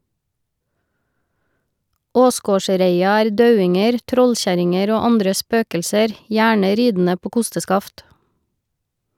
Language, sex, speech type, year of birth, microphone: Norwegian, female, read, 1971, Shure